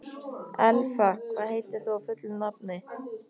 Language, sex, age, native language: Icelandic, female, 13, Icelandic